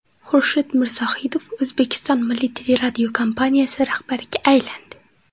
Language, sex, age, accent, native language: Uzbek, female, 18-24, Xorazm, Uzbek